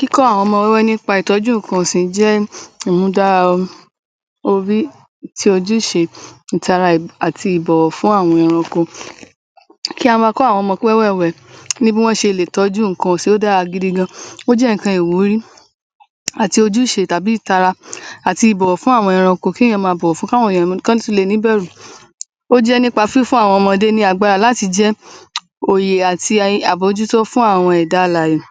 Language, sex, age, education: Yoruba, male, 15-29, tertiary